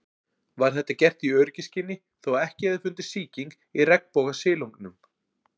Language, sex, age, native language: Icelandic, male, 40-49, Icelandic